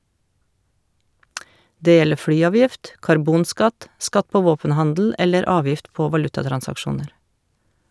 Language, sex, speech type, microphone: Norwegian, female, read, Shure